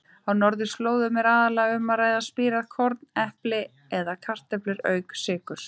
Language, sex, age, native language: Icelandic, female, 30-39, Icelandic